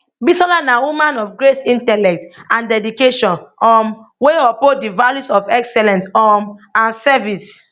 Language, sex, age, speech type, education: Nigerian Pidgin, female, 30-45, spontaneous, tertiary